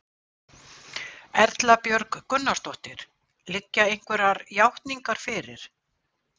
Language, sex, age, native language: Icelandic, female, 60-69, Icelandic